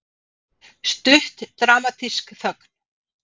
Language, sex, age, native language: Icelandic, female, 50-59, Icelandic